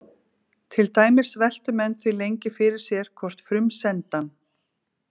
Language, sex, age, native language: Icelandic, female, 40-49, Icelandic